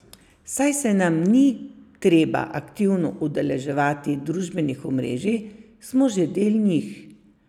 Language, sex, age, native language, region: Slovenian, female, 50-59, Slovenian, Savinja region